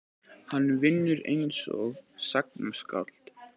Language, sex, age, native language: Icelandic, male, 18-19, Icelandic